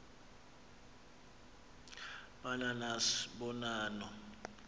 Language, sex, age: Xhosa, male, 26